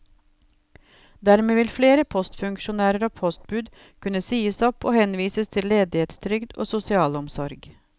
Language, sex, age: Norwegian, female, 52